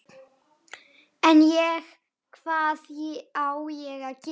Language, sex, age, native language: Icelandic, male, 11, Icelandic